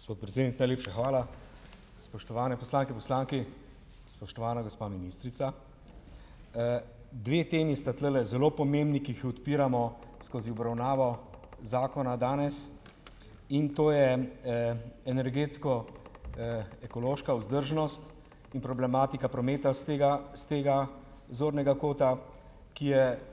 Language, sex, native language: Slovenian, male, Slovenian